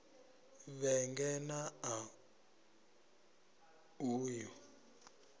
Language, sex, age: Venda, male, 26